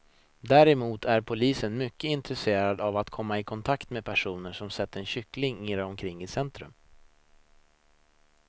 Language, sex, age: Swedish, male, 26